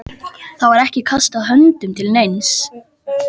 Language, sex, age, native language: Icelandic, male, 12, Icelandic